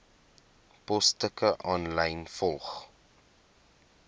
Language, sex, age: Afrikaans, male, 21